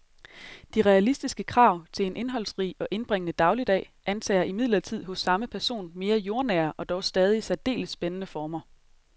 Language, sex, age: Danish, female, 30